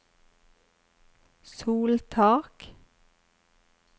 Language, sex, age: Norwegian, female, 35